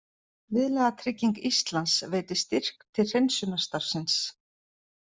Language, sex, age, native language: Icelandic, female, 40-49, Icelandic